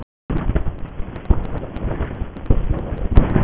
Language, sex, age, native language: Icelandic, male, 13, Icelandic